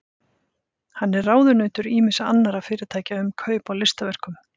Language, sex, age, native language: Icelandic, female, 50-59, Icelandic